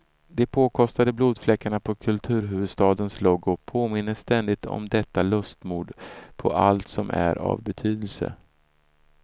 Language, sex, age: Swedish, male, 34